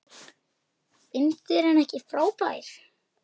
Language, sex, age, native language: Icelandic, female, 8, Icelandic